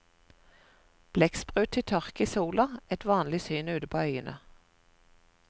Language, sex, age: Norwegian, female, 41